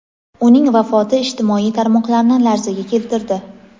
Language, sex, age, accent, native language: Uzbek, female, 18-24, Toshkent shahri, Uzbek